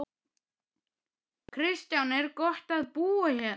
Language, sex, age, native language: Icelandic, male, 12, Icelandic